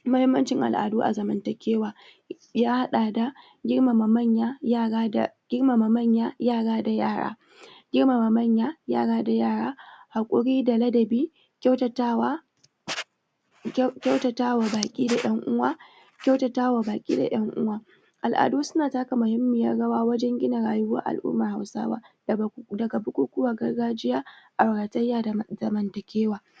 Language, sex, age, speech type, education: Hausa, female, 46-60, spontaneous, tertiary